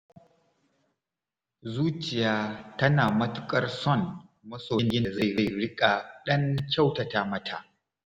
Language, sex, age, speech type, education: Hausa, male, 30-45, spontaneous, tertiary